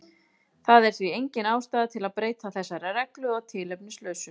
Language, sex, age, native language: Icelandic, female, 30-39, Icelandic